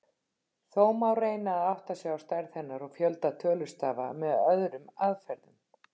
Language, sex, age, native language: Icelandic, female, 50-59, Icelandic